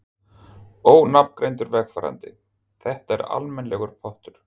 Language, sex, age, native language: Icelandic, male, 50-59, Icelandic